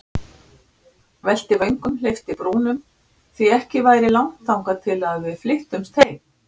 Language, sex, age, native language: Icelandic, female, 60-69, Icelandic